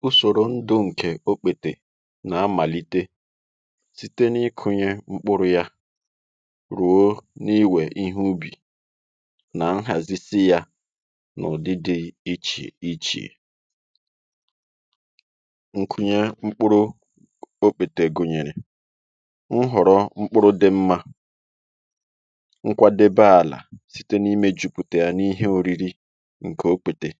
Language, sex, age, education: Igbo, male, 30-45, tertiary